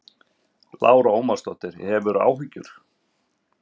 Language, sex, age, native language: Icelandic, male, 50-59, Icelandic